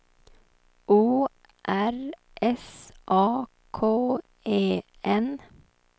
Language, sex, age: Swedish, female, 23